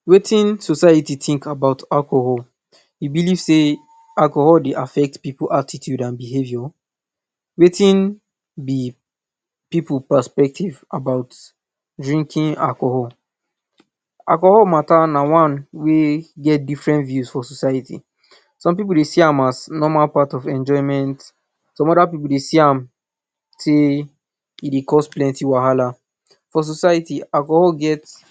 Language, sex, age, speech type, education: Nigerian Pidgin, male, 15-29, spontaneous, tertiary